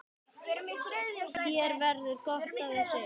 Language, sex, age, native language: Icelandic, male, 10, Icelandic